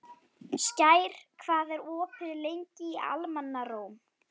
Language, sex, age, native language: Icelandic, female, 11, Icelandic